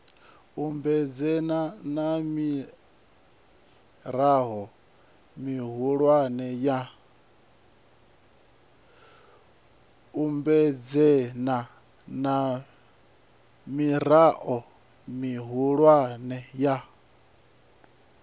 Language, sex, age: Venda, male, 37